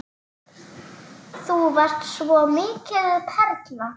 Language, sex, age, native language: Icelandic, female, 9, Icelandic